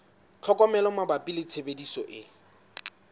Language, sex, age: Southern Sotho, male, 19